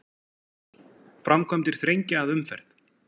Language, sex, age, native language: Icelandic, male, 40-49, Icelandic